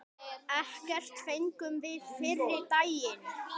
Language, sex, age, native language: Icelandic, male, 10, Icelandic